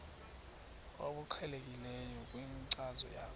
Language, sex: Xhosa, male